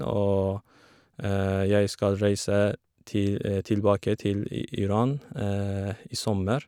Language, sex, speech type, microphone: Norwegian, female, spontaneous, Shure